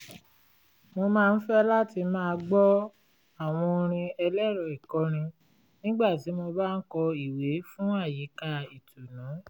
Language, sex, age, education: Yoruba, female, 30-45, tertiary